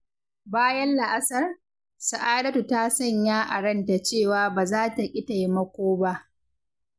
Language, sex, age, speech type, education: Hausa, female, 15-29, read, secondary